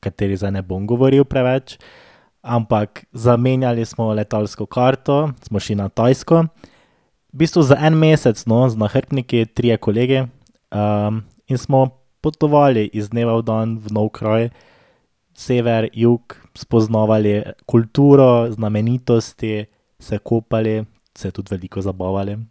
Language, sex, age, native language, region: Slovenian, male, 18-29, Slovenian, Drava region